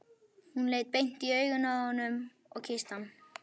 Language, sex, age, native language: Icelandic, male, 11, Icelandic